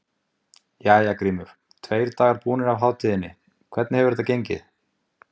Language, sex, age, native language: Icelandic, male, 20-29, Icelandic